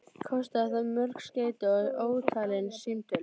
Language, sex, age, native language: Icelandic, female, 12, Icelandic